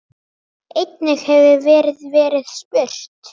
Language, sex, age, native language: Icelandic, male, 9, Icelandic